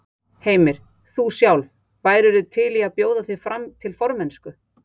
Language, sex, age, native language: Icelandic, female, 40-49, Icelandic